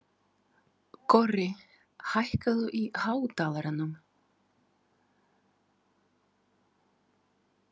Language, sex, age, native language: Icelandic, female, 30-39, Ukrainian